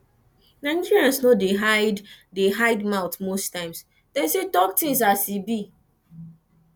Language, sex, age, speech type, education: Nigerian Pidgin, female, 15-29, spontaneous, tertiary